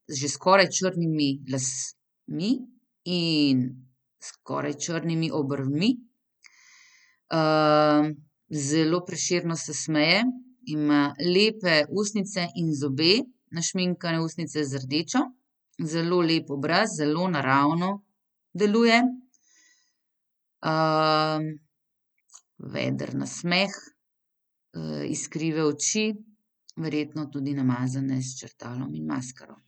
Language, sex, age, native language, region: Slovenian, female, 30-49, Slovenian, Central Slovenia